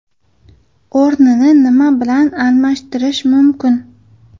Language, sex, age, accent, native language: Uzbek, female, 19-29, Farg'ona, Uzbek